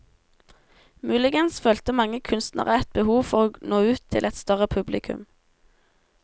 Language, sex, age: Norwegian, female, 17